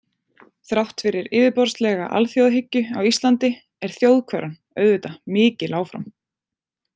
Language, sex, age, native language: Icelandic, female, 20-29, Icelandic